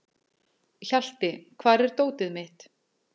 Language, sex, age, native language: Icelandic, female, 40-49, Icelandic